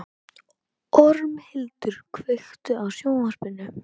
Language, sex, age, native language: Icelandic, male, 18-19, Icelandic